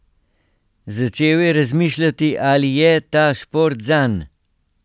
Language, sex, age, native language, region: Slovenian, male, 60+, Slovenian, Central Slovenia